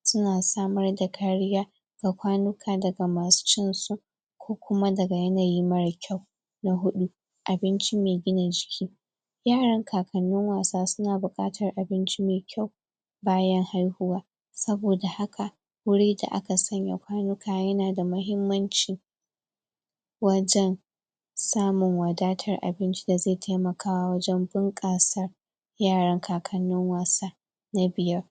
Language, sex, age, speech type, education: Hausa, female, 46-60, spontaneous, tertiary